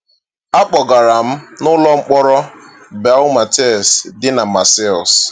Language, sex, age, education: Igbo, male, 15-29, tertiary